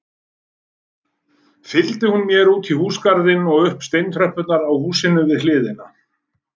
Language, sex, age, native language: Icelandic, male, 40-49, Icelandic